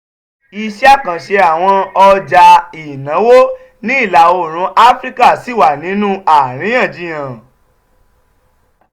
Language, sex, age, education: Yoruba, male, 30-45, tertiary